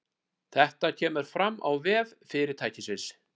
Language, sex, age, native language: Icelandic, male, 30-39, Icelandic